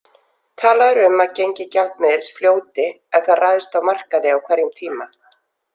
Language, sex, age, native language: Icelandic, female, 40-49, Icelandic